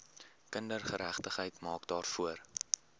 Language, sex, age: Afrikaans, male, 18